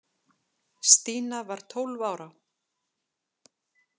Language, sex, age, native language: Icelandic, female, 40-49, Icelandic